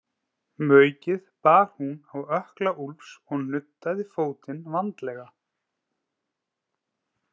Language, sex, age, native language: Icelandic, male, 30-39, Icelandic